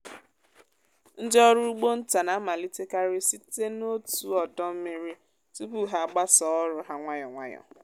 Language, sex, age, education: Igbo, female, 15-29, tertiary